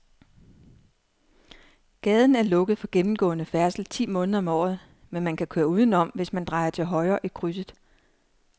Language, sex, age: Danish, female, 39